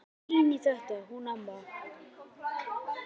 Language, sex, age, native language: Icelandic, male, 11, Icelandic